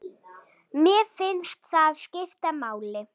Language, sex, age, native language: Icelandic, female, 7, Icelandic